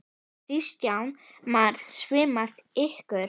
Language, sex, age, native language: Icelandic, female, 10, Icelandic